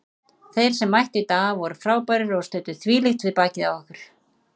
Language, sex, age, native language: Icelandic, male, 30-39, Icelandic